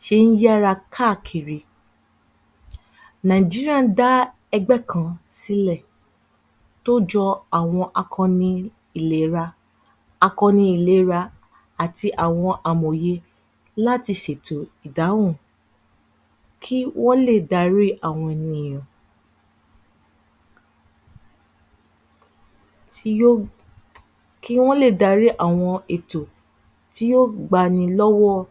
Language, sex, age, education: Yoruba, female, 30-45, tertiary